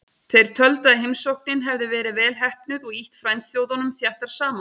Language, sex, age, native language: Icelandic, female, 30-39, Icelandic